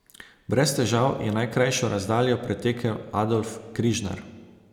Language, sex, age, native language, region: Slovenian, male, 30-49, Slovenian, Savinja region